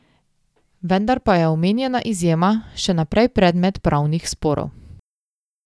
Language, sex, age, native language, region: Slovenian, female, 18-29, Slovenian, Drava region